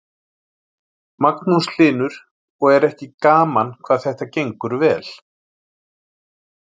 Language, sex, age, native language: Icelandic, male, 40-49, Icelandic